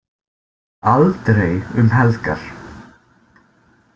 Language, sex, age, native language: Icelandic, male, 20-29, Icelandic